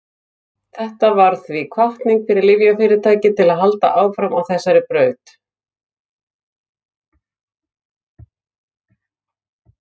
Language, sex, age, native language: Icelandic, female, 50-59, Icelandic